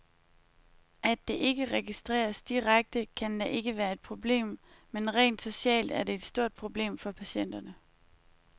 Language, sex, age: Danish, female, 21